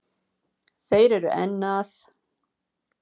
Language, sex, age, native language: Icelandic, female, 50-59, Icelandic